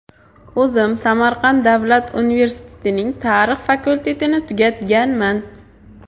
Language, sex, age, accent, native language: Uzbek, female, 18-24, Samarqand, Uzbek